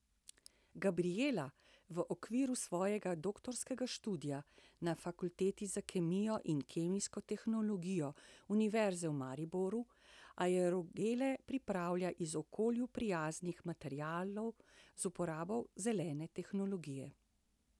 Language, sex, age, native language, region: Slovenian, female, 60+, Slovenian, Central Slovenia